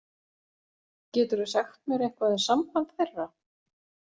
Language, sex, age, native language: Icelandic, female, 40-49, Icelandic